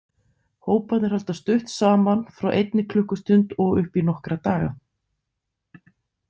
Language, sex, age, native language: Icelandic, female, 30-39, Icelandic